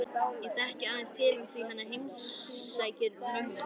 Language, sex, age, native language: Icelandic, female, 13, Icelandic